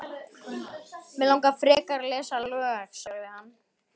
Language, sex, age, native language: Icelandic, male, 12, Icelandic